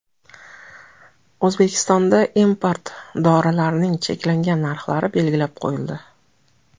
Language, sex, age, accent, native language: Uzbek, female, 35+, Toshkent viloyati, Uzbek